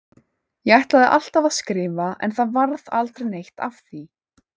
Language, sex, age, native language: Icelandic, female, 18-19, Icelandic